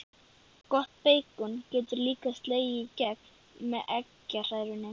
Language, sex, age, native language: Icelandic, male, 11, Icelandic